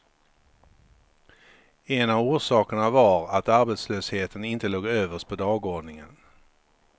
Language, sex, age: Swedish, male, 53